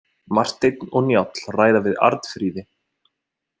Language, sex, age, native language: Icelandic, male, 20-29, Icelandic